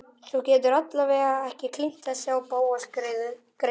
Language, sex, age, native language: Icelandic, male, 11, Icelandic